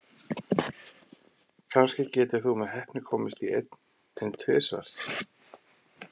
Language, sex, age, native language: Icelandic, male, 50-59, Icelandic